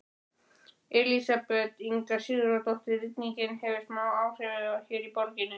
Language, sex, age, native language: Icelandic, male, 12, Icelandic